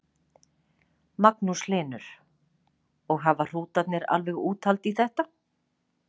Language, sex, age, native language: Icelandic, female, 40-49, Icelandic